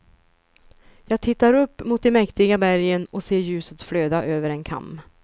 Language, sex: Swedish, female